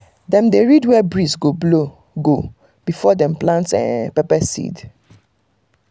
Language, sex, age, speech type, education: Nigerian Pidgin, female, 30-45, spontaneous, tertiary